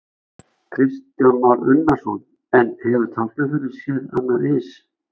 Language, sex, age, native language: Icelandic, male, 60-69, Icelandic